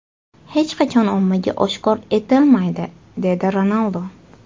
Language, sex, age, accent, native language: Uzbek, female, 18-24, Toshkent shahri, Uzbek